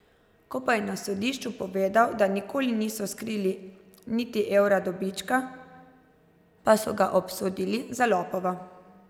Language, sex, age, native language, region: Slovenian, female, 30-49, Slovenian, Zasavska region